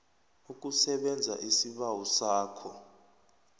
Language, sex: South Ndebele, male